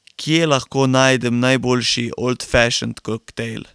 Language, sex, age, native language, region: Slovenian, male, 18-29, Slovenian, Carinthia region